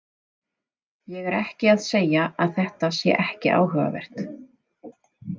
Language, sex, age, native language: Icelandic, female, 30-39, Icelandic